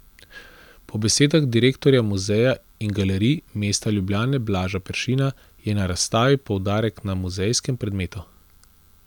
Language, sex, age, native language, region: Slovenian, male, 30-49, Slovenian, Central Slovenia